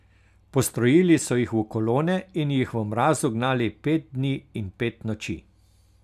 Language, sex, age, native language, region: Slovenian, male, 60+, Slovenian, Carinthia region